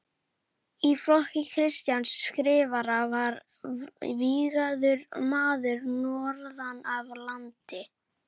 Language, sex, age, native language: Icelandic, female, 11, Icelandic